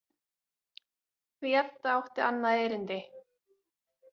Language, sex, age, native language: Icelandic, female, 18-19, Icelandic